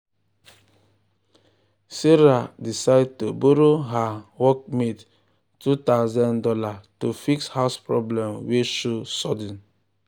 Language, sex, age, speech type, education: Nigerian Pidgin, male, 30-45, spontaneous, tertiary